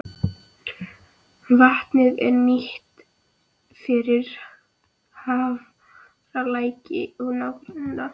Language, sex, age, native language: Icelandic, female, 13, Icelandic